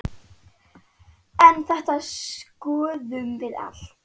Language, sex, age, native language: Icelandic, female, 10, Icelandic